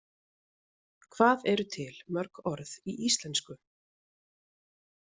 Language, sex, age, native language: Icelandic, female, 30-39, Icelandic